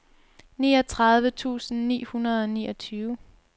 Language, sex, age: Danish, female, 22